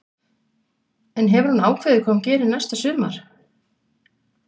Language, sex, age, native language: Icelandic, female, 60-69, Icelandic